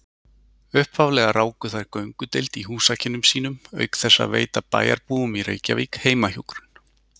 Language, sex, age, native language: Icelandic, male, 40-49, Icelandic